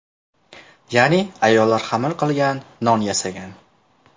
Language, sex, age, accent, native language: Uzbek, male, 18-24, Namangan, Uzbek